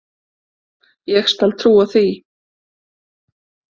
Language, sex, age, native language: Icelandic, female, 40-49, Icelandic